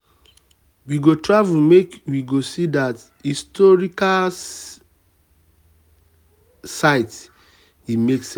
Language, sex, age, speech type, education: Nigerian Pidgin, male, 30-45, spontaneous, tertiary